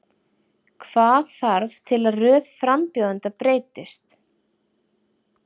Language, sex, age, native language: Icelandic, female, 40-49, Icelandic